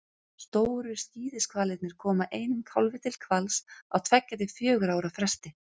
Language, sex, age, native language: Icelandic, female, 30-39, Icelandic